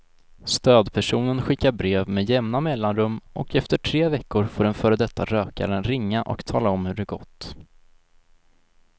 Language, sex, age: Swedish, male, 19